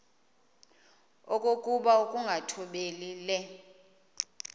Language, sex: Xhosa, female